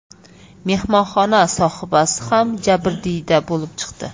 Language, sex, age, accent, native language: Uzbek, female, 25-34, Toshkent viloyati, Uzbek